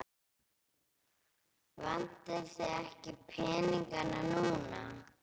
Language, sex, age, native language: Icelandic, female, 10, Icelandic